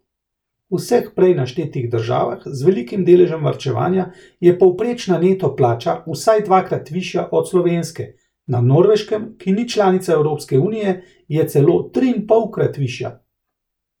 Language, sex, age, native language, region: Slovenian, male, 30-49, Slovenian, Central Slovenia